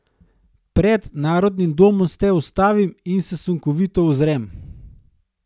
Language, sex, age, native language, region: Slovenian, male, 30-49, Slovenian, Gorenjska region